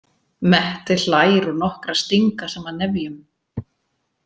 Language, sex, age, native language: Icelandic, female, 40-49, Icelandic